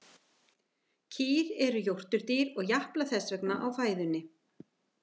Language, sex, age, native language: Icelandic, female, 50-59, Icelandic